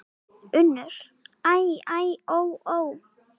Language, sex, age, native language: Icelandic, female, 9, Icelandic